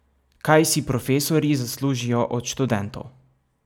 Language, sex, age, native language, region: Slovenian, male, 18-29, Slovenian, Savinja region